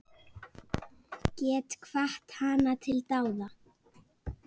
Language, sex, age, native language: Icelandic, female, 9, Icelandic